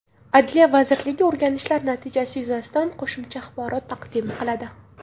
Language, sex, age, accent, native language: Uzbek, female, 19-29, Samarqand, Uzbek